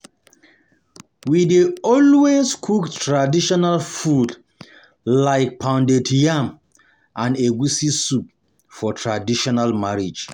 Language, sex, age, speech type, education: Nigerian Pidgin, male, 30-45, spontaneous, tertiary